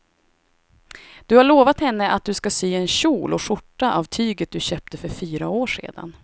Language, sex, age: Swedish, female, 26